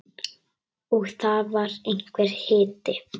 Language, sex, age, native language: Icelandic, female, 9, Icelandic